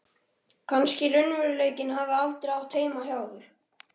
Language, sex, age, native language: Icelandic, male, 13, Icelandic